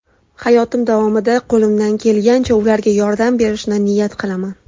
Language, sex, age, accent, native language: Uzbek, female, 19-29, Andijon, Uzbek